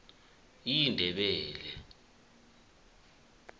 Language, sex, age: South Ndebele, male, 21